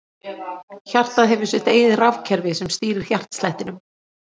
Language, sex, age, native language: Icelandic, female, 40-49, Icelandic